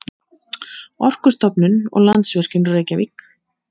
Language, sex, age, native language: Icelandic, female, 30-39, Icelandic